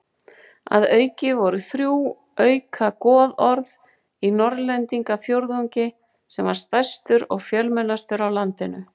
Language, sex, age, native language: Icelandic, female, 40-49, Icelandic